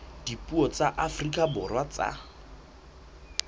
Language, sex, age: Southern Sotho, male, 21